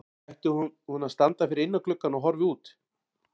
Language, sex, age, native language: Icelandic, male, 40-49, Icelandic